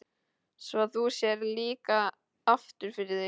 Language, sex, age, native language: Icelandic, male, 12, Icelandic